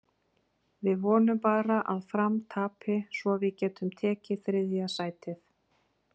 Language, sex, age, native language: Icelandic, female, 40-49, Icelandic